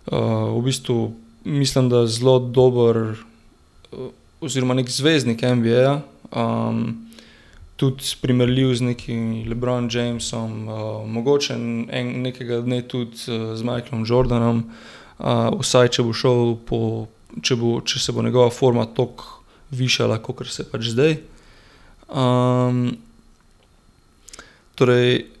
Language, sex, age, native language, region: Slovenian, male, 18-29, Slovenian, Gorenjska region